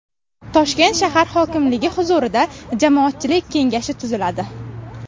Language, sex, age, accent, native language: Uzbek, female, 18-24, Navoiy, Uzbek